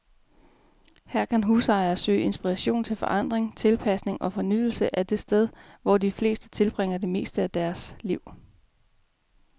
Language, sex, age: Danish, female, 33